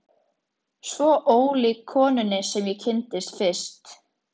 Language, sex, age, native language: Icelandic, female, 13, Icelandic